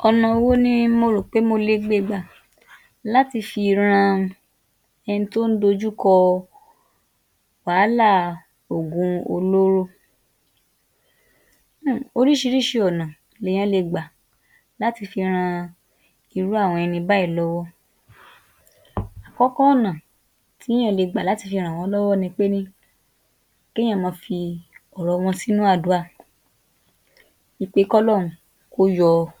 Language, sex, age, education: Yoruba, female, 30-45, tertiary